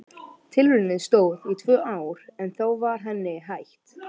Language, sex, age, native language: Icelandic, male, 12, Icelandic